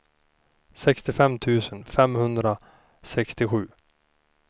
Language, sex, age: Swedish, male, 38